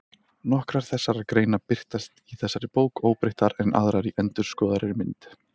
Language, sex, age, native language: Icelandic, male, 30-39, Icelandic